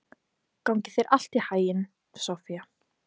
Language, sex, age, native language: Icelandic, female, 15, Icelandic